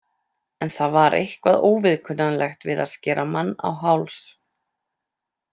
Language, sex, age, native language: Icelandic, female, 30-39, Icelandic